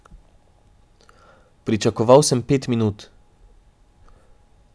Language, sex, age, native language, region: Slovenian, male, 18-29, Slovenian, Drava region